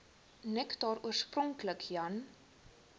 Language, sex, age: Afrikaans, female, 19